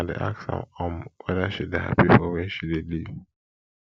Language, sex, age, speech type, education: Nigerian Pidgin, male, 15-29, spontaneous, tertiary